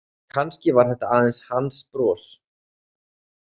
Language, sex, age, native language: Icelandic, male, 30-39, Icelandic